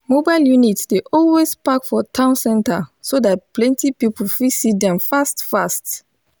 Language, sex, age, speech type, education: Nigerian Pidgin, female, 15-29, spontaneous, tertiary